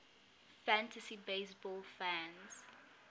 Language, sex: English, female